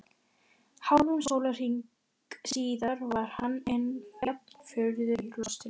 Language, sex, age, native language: Icelandic, female, 12, Icelandic